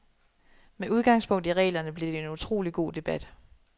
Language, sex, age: Danish, female, 27